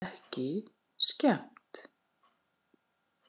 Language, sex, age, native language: Icelandic, female, 40-49, Icelandic